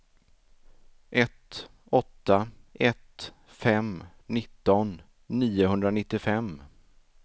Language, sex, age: Swedish, male, 33